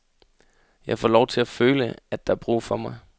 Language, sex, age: Danish, male, 33